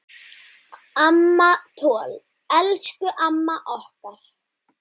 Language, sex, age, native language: Icelandic, male, 9, Icelandic